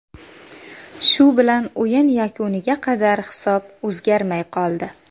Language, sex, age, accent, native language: Uzbek, female, 19-29, Qashqadaryo, Uzbek